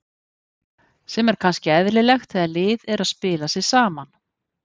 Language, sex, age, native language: Icelandic, female, 50-59, Icelandic